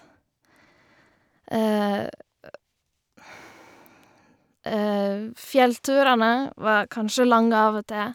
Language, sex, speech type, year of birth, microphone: Norwegian, female, spontaneous, 1990, Shure